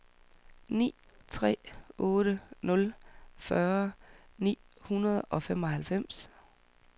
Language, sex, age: Danish, female, 44